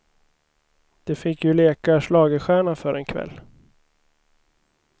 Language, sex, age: Swedish, male, 29